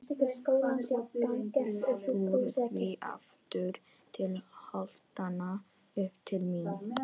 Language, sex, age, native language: Icelandic, female, 14, Icelandic